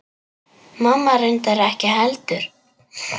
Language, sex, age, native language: Icelandic, female, 10, Icelandic